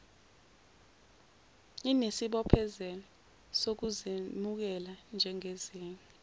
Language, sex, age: Zulu, female, 17